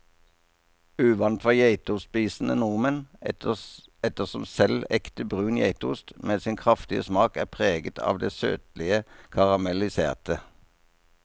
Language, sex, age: Norwegian, male, 57